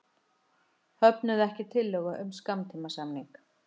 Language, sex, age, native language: Icelandic, female, 50-59, Icelandic